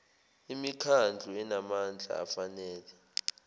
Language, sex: Zulu, male